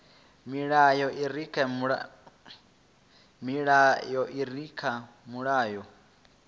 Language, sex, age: Venda, male, 22